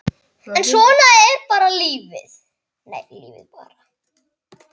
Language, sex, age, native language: Icelandic, male, 8, Icelandic